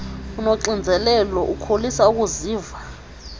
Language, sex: Xhosa, female